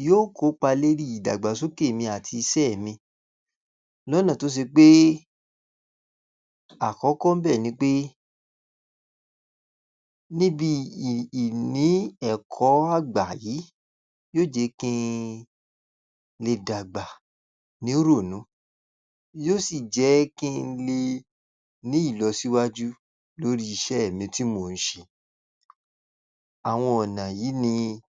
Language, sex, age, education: Yoruba, male, 46-60, tertiary